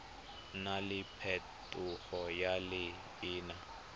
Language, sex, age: Tswana, male, 25